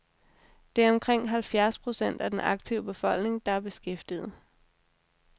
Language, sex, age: Danish, female, 26